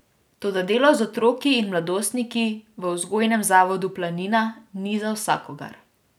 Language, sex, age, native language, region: Slovenian, female, 18-29, Slovenian, Drava region